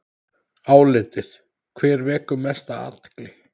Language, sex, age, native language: Icelandic, male, 10, Icelandic